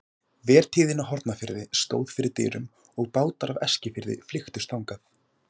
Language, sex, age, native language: Icelandic, male, 18-19, Icelandic